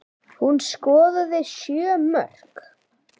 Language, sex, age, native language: Icelandic, male, 9, Icelandic